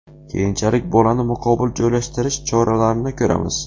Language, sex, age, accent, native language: Uzbek, male, 18-24, Navoiy, Uzbek